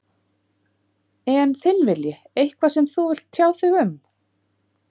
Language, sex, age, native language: Icelandic, female, 50-59, Icelandic